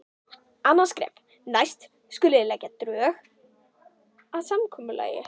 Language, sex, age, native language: Icelandic, female, 11, Icelandic